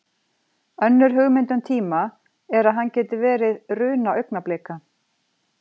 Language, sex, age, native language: Icelandic, female, 40-49, Icelandic